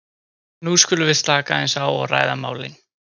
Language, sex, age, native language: Icelandic, male, 20-29, Icelandic